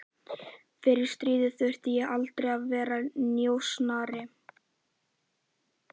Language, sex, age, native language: Icelandic, male, 11, Icelandic